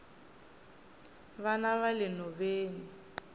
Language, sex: Tsonga, female